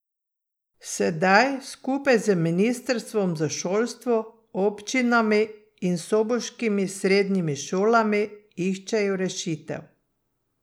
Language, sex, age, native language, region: Slovenian, female, 60+, Slovenian, Drava region